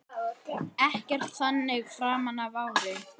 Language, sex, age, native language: Icelandic, male, 10, Icelandic